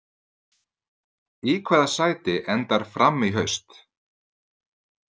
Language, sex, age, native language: Icelandic, male, 30-39, Icelandic